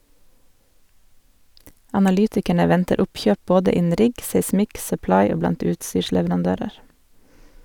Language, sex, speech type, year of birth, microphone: Norwegian, female, read, 1978, Sennheiser